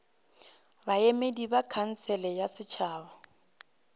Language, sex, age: Northern Sotho, female, 25